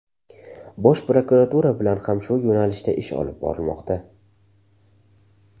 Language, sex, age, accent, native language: Uzbek, male, 19-29, Namangan, Uzbek